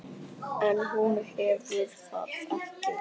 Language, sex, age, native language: Icelandic, male, 9, Icelandic